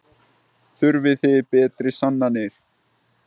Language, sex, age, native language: Icelandic, male, 20-29, Icelandic